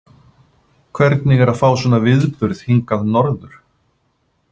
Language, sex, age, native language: Icelandic, male, 50-59, Icelandic